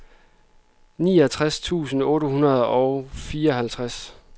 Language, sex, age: Danish, male, 26